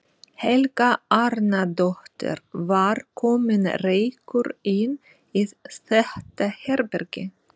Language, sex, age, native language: Icelandic, female, 40-49, Russian